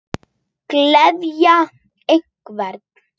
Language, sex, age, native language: Icelandic, female, 9, Icelandic